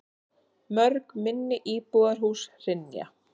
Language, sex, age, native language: Icelandic, female, 30-39, Icelandic